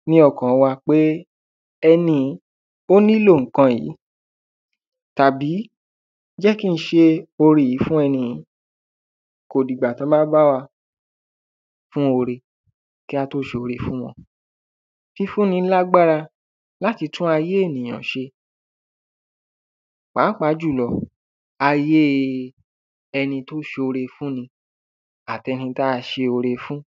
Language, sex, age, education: Yoruba, male, 15-29, tertiary